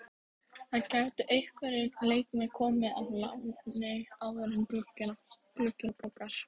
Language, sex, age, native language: Icelandic, female, 18-19, Icelandic